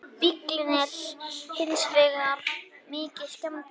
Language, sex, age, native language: Icelandic, female, 18-19, Icelandic